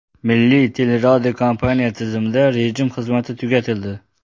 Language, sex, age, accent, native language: Uzbek, male, 18-24, Xorazm, Uzbek